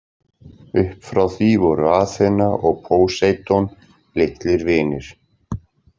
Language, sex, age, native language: Icelandic, male, 40-49, Icelandic